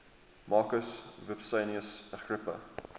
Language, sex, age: English, male, 23